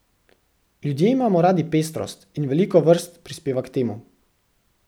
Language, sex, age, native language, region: Slovenian, male, 18-29, Slovenian, Central Slovenia